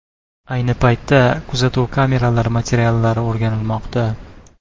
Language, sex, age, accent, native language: Uzbek, male, 19-29, Toshkent shahri, Uzbek